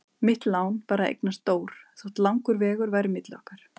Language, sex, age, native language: Icelandic, female, 30-39, Icelandic